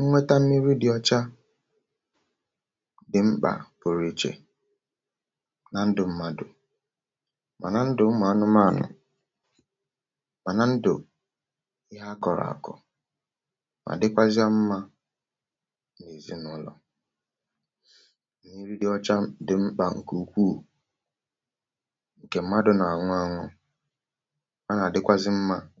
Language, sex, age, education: Igbo, male, 30-45, tertiary